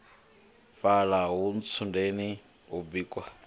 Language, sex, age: Venda, male, 25